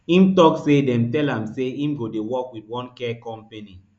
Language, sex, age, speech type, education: Nigerian Pidgin, male, 15-29, spontaneous, tertiary